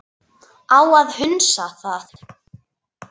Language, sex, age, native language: Icelandic, female, 9, Icelandic